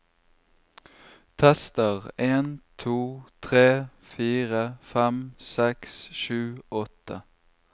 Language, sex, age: Norwegian, male, 24